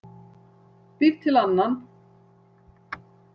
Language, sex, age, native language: Icelandic, female, 60-69, Icelandic